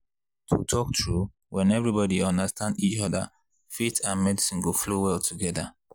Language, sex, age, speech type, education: Nigerian Pidgin, male, 30-45, spontaneous, tertiary